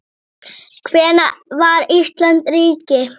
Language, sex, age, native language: Icelandic, male, 8, Icelandic